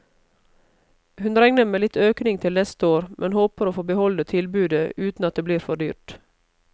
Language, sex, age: Norwegian, female, 31